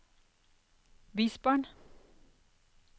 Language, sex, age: Norwegian, female, 46